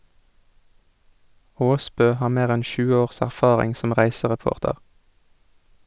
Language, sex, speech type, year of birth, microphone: Norwegian, male, read, 1987, Sennheiser